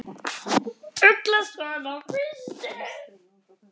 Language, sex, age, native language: Icelandic, female, 9, Icelandic